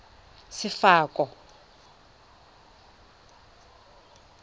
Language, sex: Tswana, female